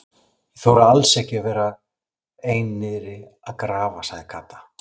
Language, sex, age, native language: Icelandic, male, 40-49, Icelandic